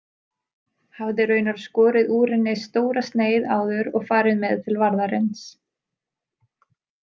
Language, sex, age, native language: Icelandic, female, 20-29, Icelandic